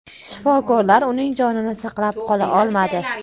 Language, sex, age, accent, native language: Uzbek, female, under 19, Toshkent viloyati, Uzbek